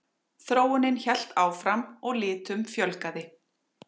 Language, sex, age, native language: Icelandic, female, 40-49, Icelandic